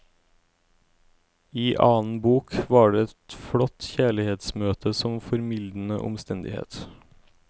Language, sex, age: Norwegian, male, 17